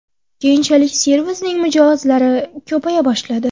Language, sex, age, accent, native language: Uzbek, female, under 19, Xorazm, Uzbek